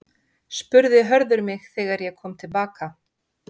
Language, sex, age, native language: Icelandic, female, 50-59, Icelandic